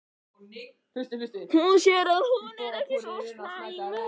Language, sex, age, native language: Icelandic, male, 13, Icelandic